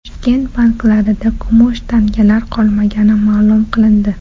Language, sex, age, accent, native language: Uzbek, female, 18-24, Toshkent shahri, Uzbek